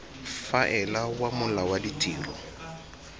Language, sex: Tswana, male